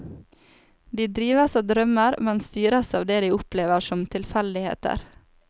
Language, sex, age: Norwegian, female, 28